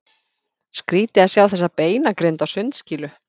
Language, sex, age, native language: Icelandic, female, 50-59, Icelandic